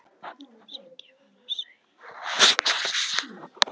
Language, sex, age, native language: Icelandic, female, 12, Icelandic